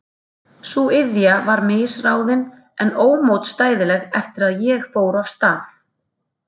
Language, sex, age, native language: Icelandic, female, 30-39, Icelandic